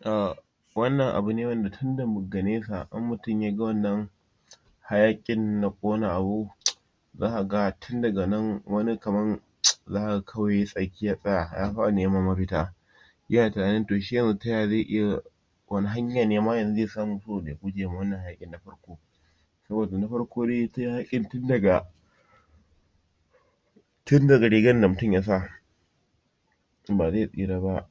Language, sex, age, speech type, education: Hausa, male, 46-60, spontaneous, tertiary